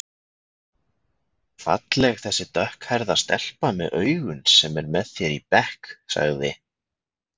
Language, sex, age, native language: Icelandic, male, 20-29, Icelandic